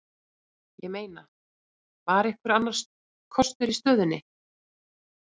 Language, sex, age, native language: Icelandic, female, 40-49, Icelandic